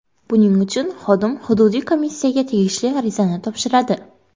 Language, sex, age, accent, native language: Uzbek, female, under 19, Qoraqalpog'iston, Karakalpak